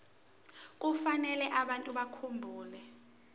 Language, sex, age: Zulu, female, 18